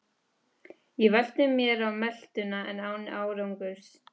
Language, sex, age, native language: Icelandic, female, 13, Spanish